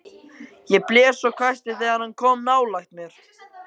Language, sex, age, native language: Icelandic, male, 14, Icelandic